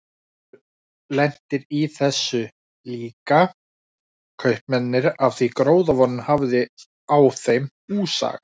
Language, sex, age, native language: Icelandic, male, 40-49, Icelandic